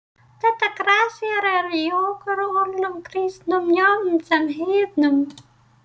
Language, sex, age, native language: Icelandic, female, 30-39, Icelandic